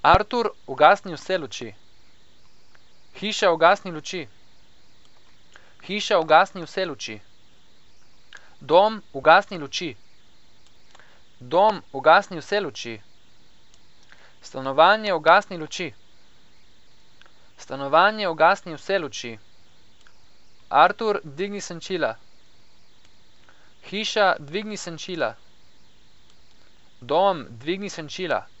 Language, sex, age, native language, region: Slovenian, male, 18-29, Slovenian, Coastal Karst region